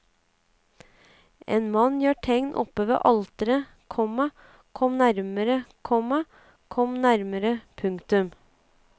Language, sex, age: Norwegian, female, 35